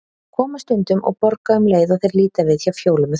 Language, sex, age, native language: Icelandic, female, 30-39, Icelandic